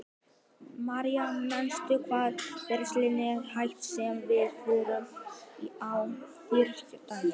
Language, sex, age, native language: Icelandic, male, 12, Icelandic